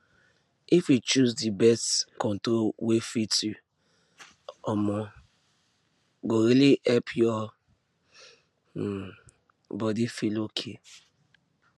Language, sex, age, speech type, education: Nigerian Pidgin, male, 15-29, spontaneous, tertiary